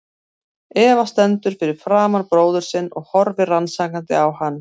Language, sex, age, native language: Icelandic, female, 50-59, Icelandic